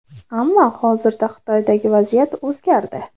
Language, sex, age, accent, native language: Uzbek, female, under 19, Andijon, Uzbek